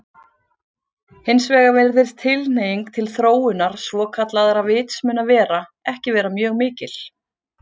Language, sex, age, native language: Icelandic, female, 40-49, Icelandic